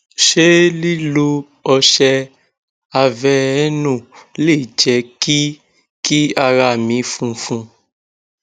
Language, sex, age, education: Yoruba, male, 15-29, tertiary